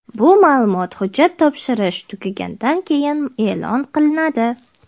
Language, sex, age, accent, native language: Uzbek, female, 18-24, Jizzax, Uzbek